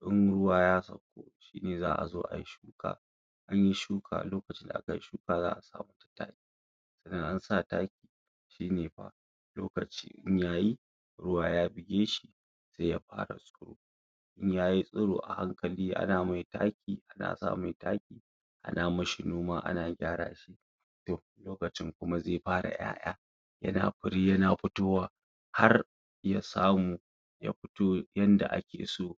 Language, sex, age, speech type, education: Hausa, female, 60+, spontaneous, secondary